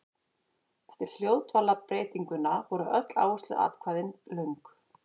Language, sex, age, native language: Icelandic, female, 40-49, Icelandic